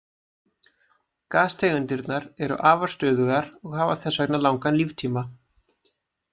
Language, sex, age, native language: Icelandic, male, 20-29, Icelandic